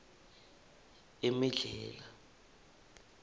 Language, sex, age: South Ndebele, male, 21